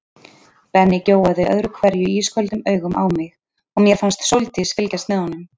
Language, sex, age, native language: Icelandic, female, 30-39, Icelandic